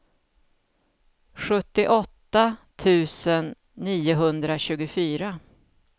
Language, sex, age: Swedish, female, 49